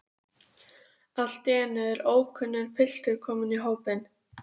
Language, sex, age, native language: Icelandic, female, 12, Icelandic